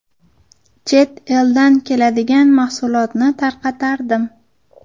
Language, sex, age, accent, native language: Uzbek, female, 19-29, Farg'ona, Uzbek